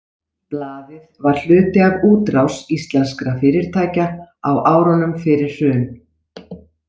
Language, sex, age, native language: Icelandic, female, 40-49, Icelandic